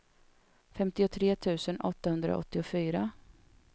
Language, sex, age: Swedish, female, 32